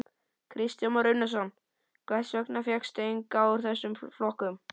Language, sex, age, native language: Icelandic, male, 11, Icelandic